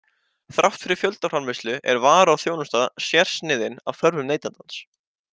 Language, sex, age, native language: Icelandic, male, 18-19, Icelandic